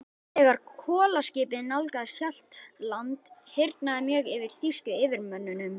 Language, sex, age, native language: Icelandic, male, 11, Icelandic